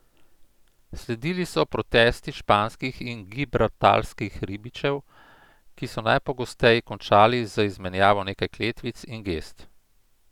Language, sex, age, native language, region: Slovenian, male, 50-59, Slovenian, Central Slovenia